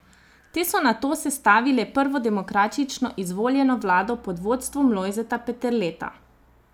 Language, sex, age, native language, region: Slovenian, female, 30-49, Slovenian, Zasavska region